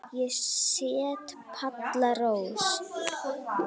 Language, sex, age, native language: Icelandic, female, 9, Icelandic